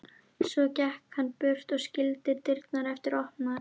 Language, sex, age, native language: Icelandic, female, 11, Icelandic